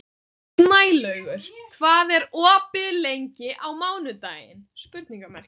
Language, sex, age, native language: Icelandic, female, 18-19, Icelandic